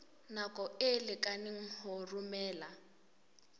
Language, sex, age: Southern Sotho, female, 23